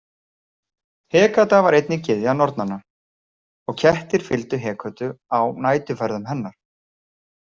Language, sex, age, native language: Icelandic, male, 40-49, Icelandic